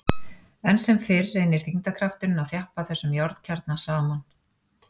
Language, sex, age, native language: Icelandic, female, 40-49, Icelandic